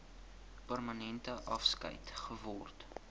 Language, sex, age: Afrikaans, male, 19